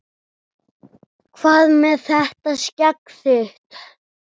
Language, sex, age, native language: Icelandic, male, 7, Icelandic